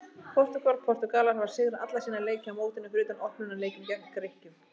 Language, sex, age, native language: Icelandic, female, 30-39, Icelandic